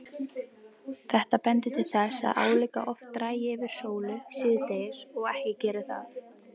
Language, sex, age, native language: Icelandic, female, 18-19, Icelandic